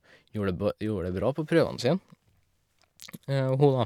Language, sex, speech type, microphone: Norwegian, male, spontaneous, Shure